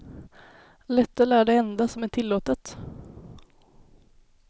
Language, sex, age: Swedish, female, 19